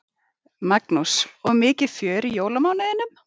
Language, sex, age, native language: Icelandic, female, 40-49, Icelandic